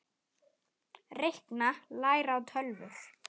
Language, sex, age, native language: Icelandic, female, 8, Icelandic